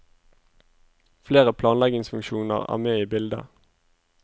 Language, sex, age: Norwegian, male, 25